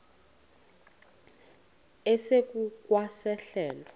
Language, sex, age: Xhosa, female, 20